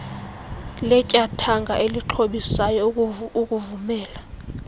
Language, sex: Xhosa, female